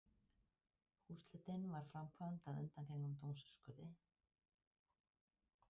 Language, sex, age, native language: Icelandic, female, 50-59, Icelandic